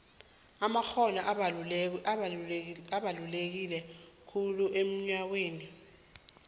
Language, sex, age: South Ndebele, female, 21